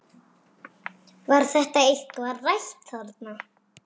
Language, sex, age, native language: Icelandic, female, 6, Icelandic